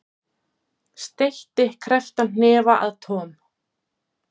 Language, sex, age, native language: Icelandic, female, 40-49, Icelandic